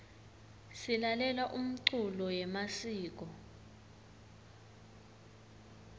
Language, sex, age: Swati, female, 21